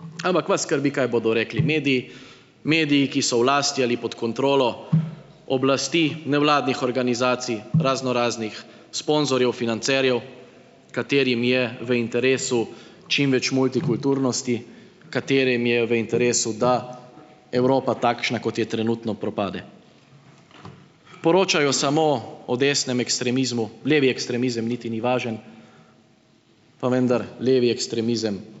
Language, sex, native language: Slovenian, male, Slovenian